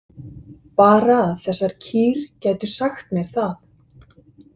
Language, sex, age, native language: Icelandic, male, 50-59, Icelandic